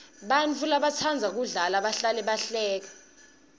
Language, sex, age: Swati, female, 19